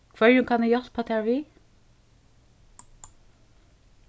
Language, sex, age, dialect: Faroese, female, 36-60, Suðurstreymoy